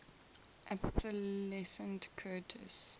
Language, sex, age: English, female, 18